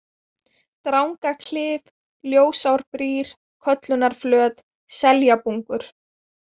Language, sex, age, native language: Icelandic, female, 20-29, Icelandic